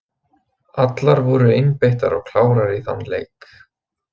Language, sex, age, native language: Icelandic, male, 20-29, Icelandic